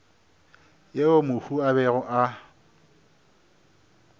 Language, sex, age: Northern Sotho, male, 26